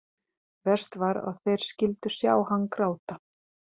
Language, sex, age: Icelandic, female, 30-39